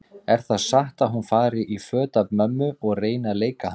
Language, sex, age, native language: Icelandic, male, 30-39, Icelandic